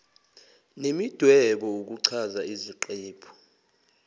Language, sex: Zulu, male